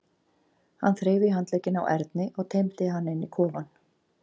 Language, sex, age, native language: Icelandic, female, 40-49, Icelandic